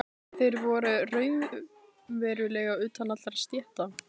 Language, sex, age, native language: Icelandic, female, 16, Icelandic